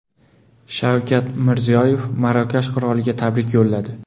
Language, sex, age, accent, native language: Uzbek, male, 18-24, Farg'ona, Uzbek